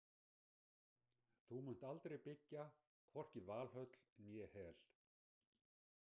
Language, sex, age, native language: Icelandic, male, 60-69, Icelandic